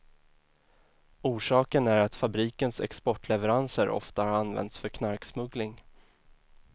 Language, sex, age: Swedish, male, 24